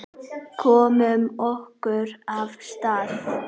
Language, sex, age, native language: Icelandic, female, 9, Icelandic